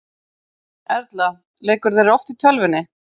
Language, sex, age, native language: Icelandic, female, 50-59, Icelandic